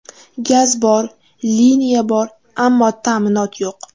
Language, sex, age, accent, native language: Uzbek, female, 18-24, Jizzax, Uzbek